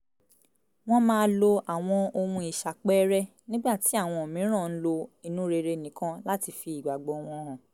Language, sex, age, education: Yoruba, female, 15-29, tertiary